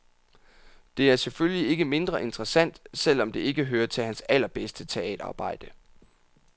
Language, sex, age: Danish, male, 27